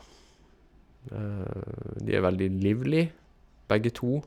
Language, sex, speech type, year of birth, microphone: Norwegian, male, spontaneous, 1972, Shure